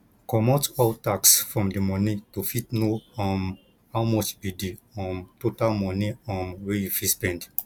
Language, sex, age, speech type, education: Nigerian Pidgin, male, 15-29, spontaneous, tertiary